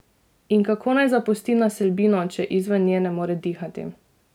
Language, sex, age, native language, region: Slovenian, female, 18-29, Slovenian, Drava region